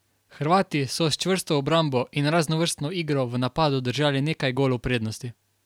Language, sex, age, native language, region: Slovenian, male, 18-29, Slovenian, Carinthia region